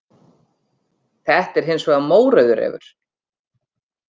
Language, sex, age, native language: Icelandic, female, 50-59, Icelandic